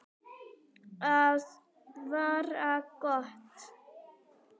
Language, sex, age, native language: Icelandic, female, 9, Icelandic